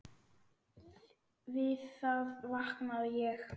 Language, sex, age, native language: Icelandic, male, 9, Icelandic